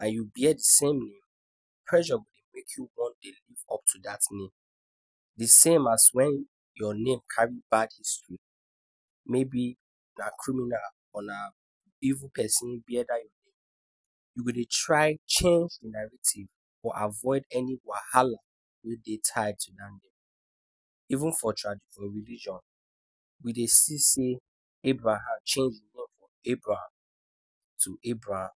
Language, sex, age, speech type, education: Nigerian Pidgin, male, 15-29, spontaneous, tertiary